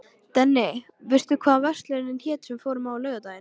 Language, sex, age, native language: Icelandic, female, 13, Icelandic